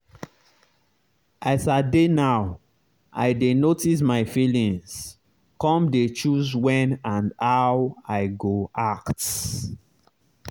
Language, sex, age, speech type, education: Nigerian Pidgin, male, 30-45, spontaneous, tertiary